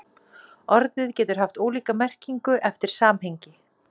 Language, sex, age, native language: Icelandic, female, 40-49, Icelandic